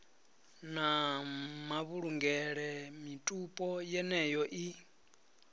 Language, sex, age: Venda, male, 34